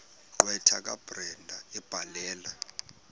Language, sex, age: Xhosa, male, 18